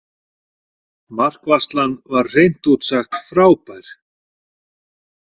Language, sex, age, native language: Icelandic, male, 40-49, Icelandic